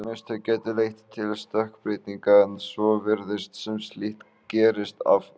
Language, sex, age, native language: Icelandic, male, 18-19, Icelandic